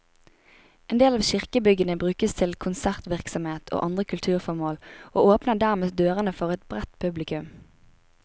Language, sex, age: Norwegian, female, 25